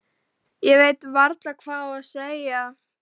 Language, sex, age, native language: Icelandic, female, 12, Icelandic